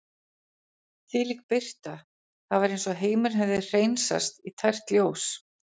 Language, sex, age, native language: Icelandic, female, 40-49, Icelandic